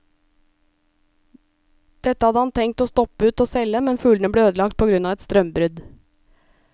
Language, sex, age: Norwegian, female, 37